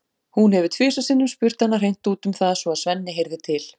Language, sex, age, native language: Icelandic, female, 40-49, Icelandic